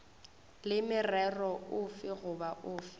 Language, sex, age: Northern Sotho, female, 21